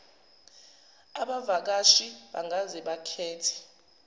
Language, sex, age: Zulu, female, 19